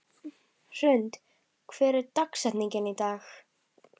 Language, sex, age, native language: Icelandic, female, 12, Icelandic